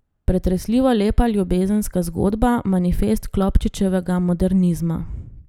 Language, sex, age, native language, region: Slovenian, female, 30-49, Slovenian, Gorenjska region